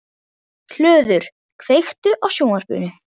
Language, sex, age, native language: Icelandic, male, 11, Icelandic